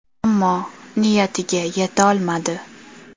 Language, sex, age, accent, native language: Uzbek, female, under 19, Toshkent shahri, Uzbek